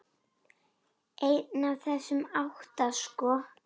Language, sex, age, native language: Icelandic, female, 9, Icelandic